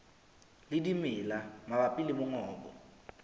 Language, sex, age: Southern Sotho, male, 25